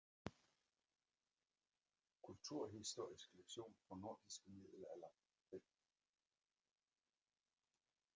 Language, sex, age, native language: Icelandic, male, 50-59, Icelandic